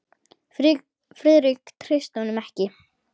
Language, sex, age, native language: Icelandic, female, 10, Icelandic